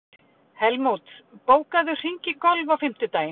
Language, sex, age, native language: Icelandic, female, 50-59, Icelandic